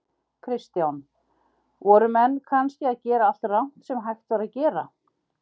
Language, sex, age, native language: Icelandic, female, 50-59, Icelandic